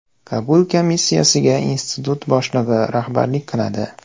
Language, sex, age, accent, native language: Uzbek, male, 18-24, Andijon, Uzbek